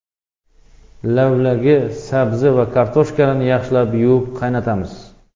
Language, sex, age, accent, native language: Uzbek, male, 35+, Xorazm, Uzbek